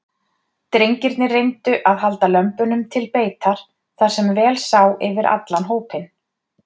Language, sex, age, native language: Icelandic, female, 30-39, Icelandic